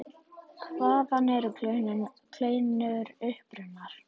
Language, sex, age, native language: Icelandic, male, 40-49, Icelandic